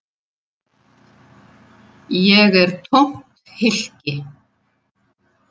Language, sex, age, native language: Icelandic, female, 70-79, Icelandic